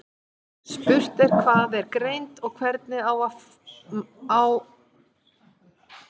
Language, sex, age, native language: Icelandic, female, 50-59, Icelandic